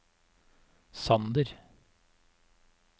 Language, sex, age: Norwegian, male, 34